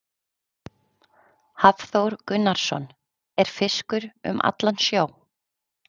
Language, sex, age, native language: Icelandic, female, 30-39, Icelandic